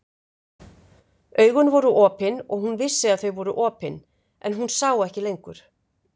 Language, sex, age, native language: Icelandic, female, 50-59, Icelandic